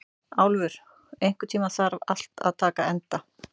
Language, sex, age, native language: Icelandic, male, 12, Icelandic